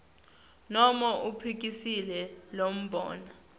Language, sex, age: Swati, female, 19